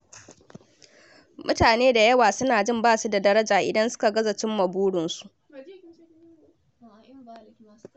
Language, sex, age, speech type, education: Hausa, female, 30-45, read, tertiary